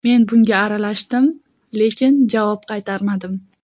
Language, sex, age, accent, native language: Uzbek, female, 18-24, Qashqadaryo, Uzbek